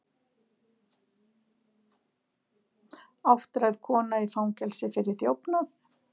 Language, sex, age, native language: Icelandic, female, 60-69, Icelandic